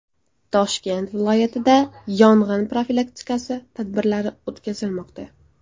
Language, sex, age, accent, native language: Uzbek, female, 18-24, Farg'ona, Uzbek